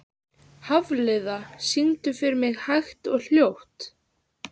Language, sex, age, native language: Icelandic, female, 14, Icelandic